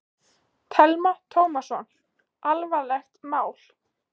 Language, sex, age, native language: Icelandic, female, 15, Icelandic